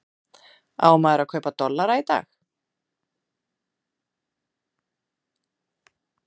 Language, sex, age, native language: Icelandic, female, 40-49, Icelandic